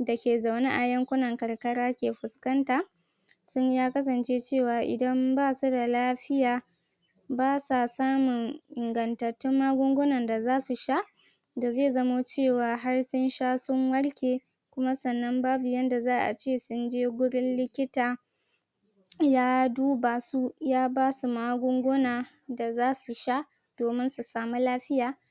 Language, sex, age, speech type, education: Hausa, female, 15-29, spontaneous, tertiary